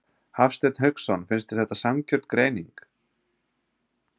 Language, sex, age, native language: Icelandic, male, 30-39, Icelandic